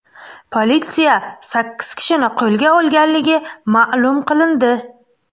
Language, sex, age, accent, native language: Uzbek, female, 25-34, Buxoro, Uzbek